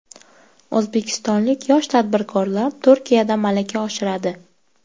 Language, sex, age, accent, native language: Uzbek, female, 18-24, Sirdaryo, Uzbek